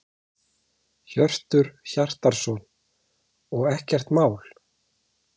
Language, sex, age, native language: Icelandic, male, 40-49, Icelandic